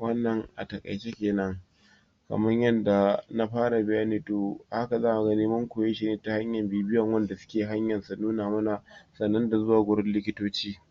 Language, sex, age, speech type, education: Hausa, male, 46-60, spontaneous, tertiary